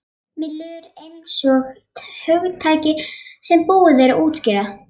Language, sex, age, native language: Icelandic, female, 11, Icelandic